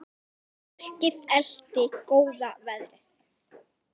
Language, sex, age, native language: Icelandic, female, 10, Icelandic